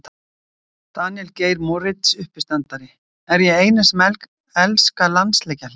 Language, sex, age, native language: Icelandic, female, 60-69, Icelandic